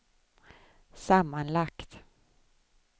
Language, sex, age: Swedish, female, 24